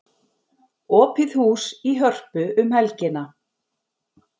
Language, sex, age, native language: Icelandic, female, 40-49, Icelandic